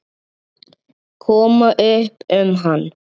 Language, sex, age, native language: Icelandic, male, 7, Icelandic